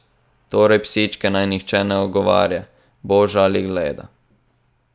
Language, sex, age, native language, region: Slovenian, male, 18-29, Slovenian, Southeast Slovenia